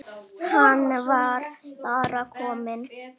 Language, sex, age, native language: Icelandic, female, 10, Icelandic